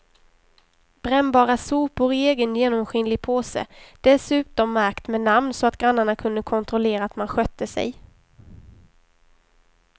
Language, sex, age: Swedish, female, 23